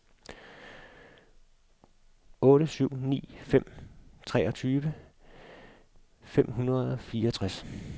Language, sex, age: Danish, male, 52